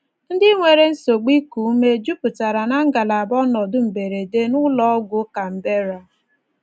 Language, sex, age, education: Igbo, female, 15-29, tertiary